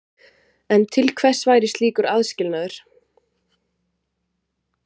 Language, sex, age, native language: Icelandic, female, 20-29, Icelandic